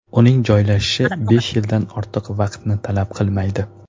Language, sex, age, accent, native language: Uzbek, male, 30-39, Toshkent shahri, Uzbek